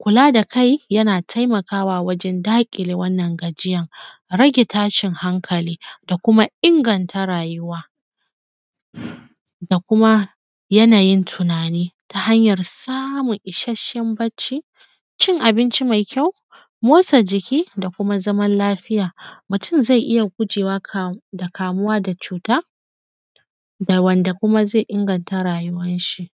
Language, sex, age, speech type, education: Hausa, female, 15-29, spontaneous, secondary